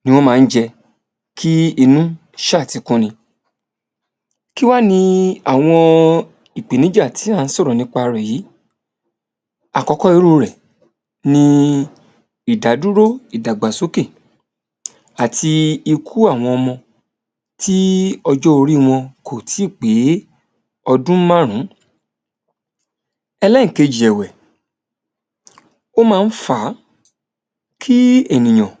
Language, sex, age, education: Yoruba, male, 30-45, tertiary